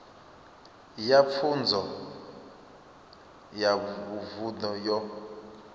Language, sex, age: Venda, male, 27